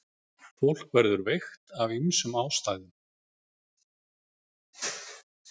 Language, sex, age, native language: Icelandic, male, 40-49, Icelandic